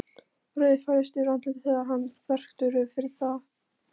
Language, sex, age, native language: Icelandic, female, 13, Polish